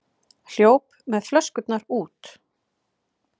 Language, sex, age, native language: Icelandic, female, 30-39, Icelandic